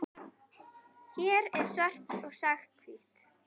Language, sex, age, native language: Icelandic, female, 10, Icelandic